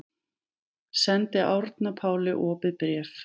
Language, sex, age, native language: Icelandic, female, 20-29, Icelandic